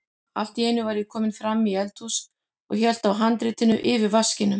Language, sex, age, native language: Icelandic, female, 50-59, Icelandic